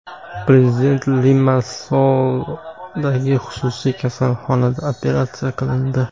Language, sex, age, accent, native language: Uzbek, male, 25-34, Andijon, Uzbek